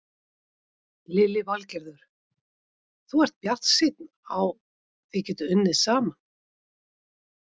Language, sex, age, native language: Icelandic, female, 50-59, Icelandic